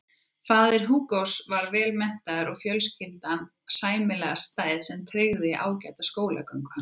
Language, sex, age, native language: Icelandic, female, 30-39, Icelandic